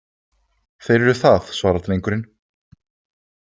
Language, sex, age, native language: Icelandic, male, 20-29, Icelandic